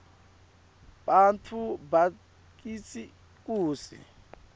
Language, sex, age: Swati, male, 22